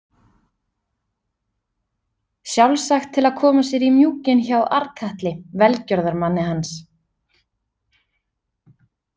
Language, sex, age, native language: Icelandic, female, 30-39, Icelandic